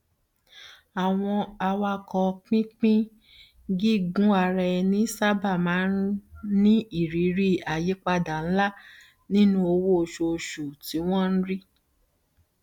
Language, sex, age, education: Yoruba, female, 30-45, tertiary